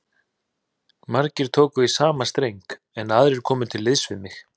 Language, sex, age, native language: Icelandic, male, 30-39, Icelandic